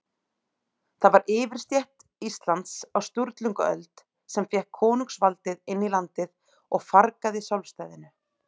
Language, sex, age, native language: Icelandic, female, 30-39, Icelandic